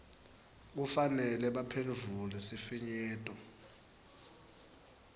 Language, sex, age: Swati, male, 19